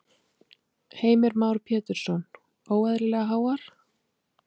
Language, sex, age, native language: Icelandic, female, 30-39, Icelandic